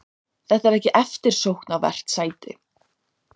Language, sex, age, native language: Icelandic, female, 30-39, Icelandic